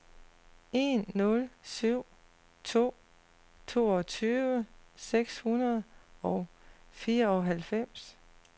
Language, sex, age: Danish, female, 40